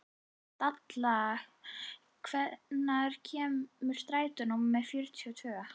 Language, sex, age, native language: Icelandic, female, 11, Icelandic